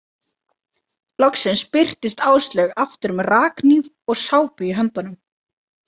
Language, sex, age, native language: Icelandic, female, 30-39, Icelandic